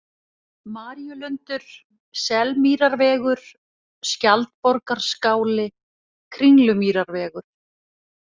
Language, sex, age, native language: Icelandic, female, 40-49, Icelandic